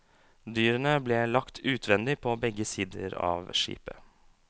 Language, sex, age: Norwegian, male, 27